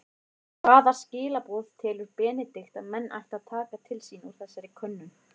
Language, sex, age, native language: Icelandic, female, 30-39, Icelandic